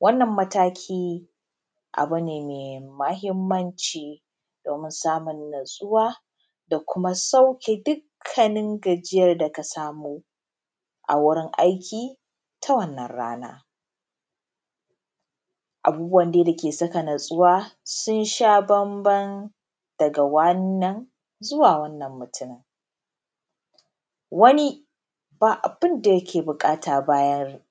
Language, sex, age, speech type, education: Hausa, female, 15-29, spontaneous, primary